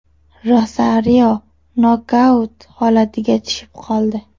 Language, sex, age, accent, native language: Uzbek, female, under 19, Toshkent shahri, Uzbek